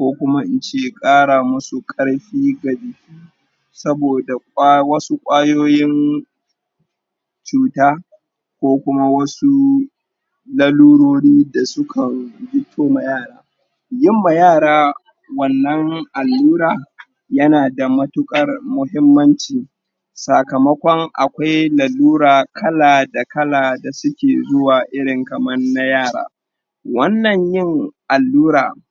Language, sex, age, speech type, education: Hausa, male, 30-45, spontaneous, tertiary